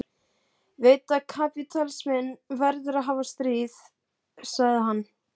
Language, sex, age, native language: Icelandic, male, 12, Icelandic